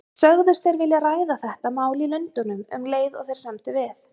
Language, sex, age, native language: Icelandic, female, 30-39, Icelandic